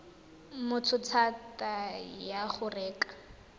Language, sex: Tswana, female